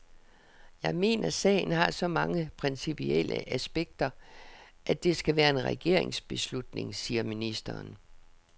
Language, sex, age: Danish, female, 67